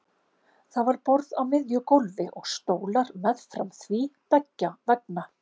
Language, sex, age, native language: Icelandic, female, 50-59, Icelandic